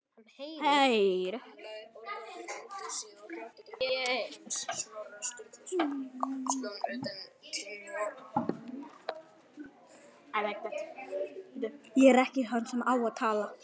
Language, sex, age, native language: Icelandic, male, 9, Icelandic